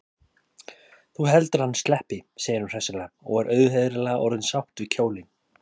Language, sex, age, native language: Icelandic, male, 30-39, Icelandic